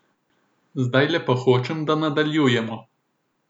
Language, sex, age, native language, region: Slovenian, male, 18-29, Slovenian, Southeast Slovenia